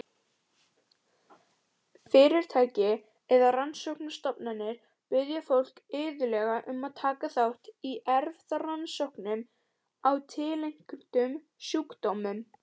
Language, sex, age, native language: Icelandic, female, 18-19, Icelandic